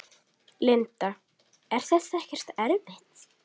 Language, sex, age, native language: Icelandic, female, 10, Icelandic